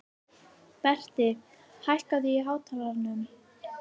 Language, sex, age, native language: Icelandic, female, 18-19, Icelandic